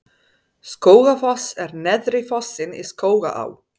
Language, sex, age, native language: Icelandic, female, 30-39, Serbo-Croatian